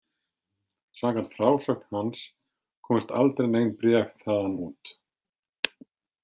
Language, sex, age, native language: Icelandic, male, 50-59, Icelandic